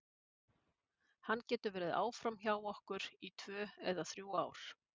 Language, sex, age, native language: Icelandic, female, 50-59, Icelandic